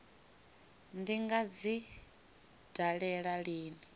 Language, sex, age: Venda, female, 18